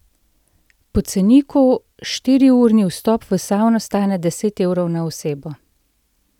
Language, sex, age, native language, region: Slovenian, female, 30-49, Slovenian, Central Slovenia